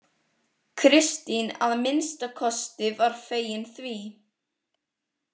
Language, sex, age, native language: Icelandic, female, 18-19, Icelandic